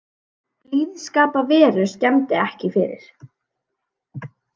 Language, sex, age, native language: Icelandic, female, 18-19, Icelandic